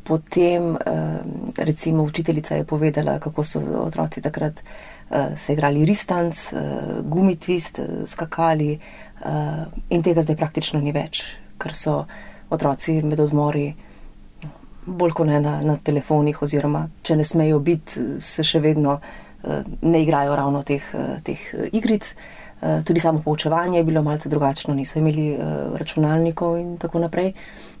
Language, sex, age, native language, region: Slovenian, female, 30-49, Slovenian, Central Slovenia